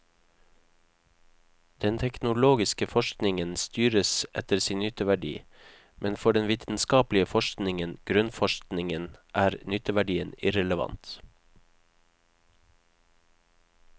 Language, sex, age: Norwegian, male, 31